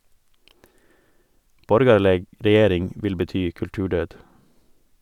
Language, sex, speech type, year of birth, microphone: Norwegian, male, read, 1988, Sennheiser